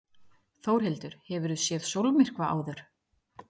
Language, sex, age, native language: Icelandic, female, 30-39, Icelandic